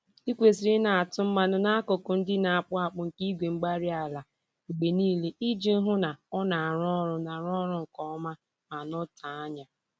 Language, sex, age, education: Igbo, female, 15-29, tertiary